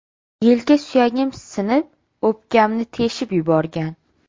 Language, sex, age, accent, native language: Uzbek, female, 18-24, Sirdaryo, Uzbek